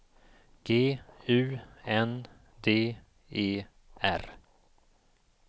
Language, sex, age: Swedish, male, 54